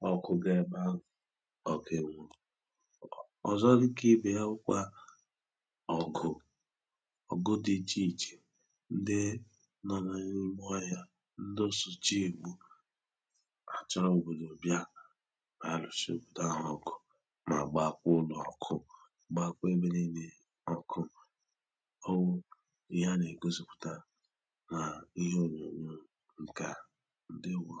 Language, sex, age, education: Igbo, male, 30-45, tertiary